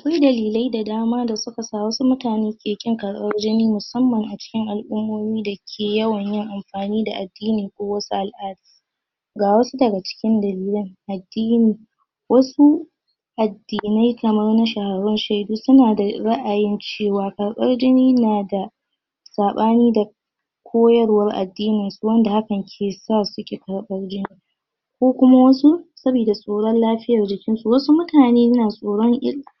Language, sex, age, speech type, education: Hausa, female, 15-29, spontaneous, tertiary